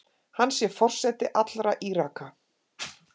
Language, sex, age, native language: Icelandic, female, 50-59, Icelandic